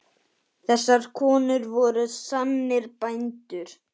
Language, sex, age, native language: Icelandic, male, 10, Icelandic